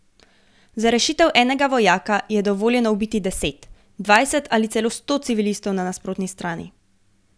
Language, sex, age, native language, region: Slovenian, female, 18-29, Slovenian, Gorenjska region